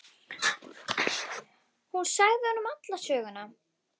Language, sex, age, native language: Icelandic, female, 10, Icelandic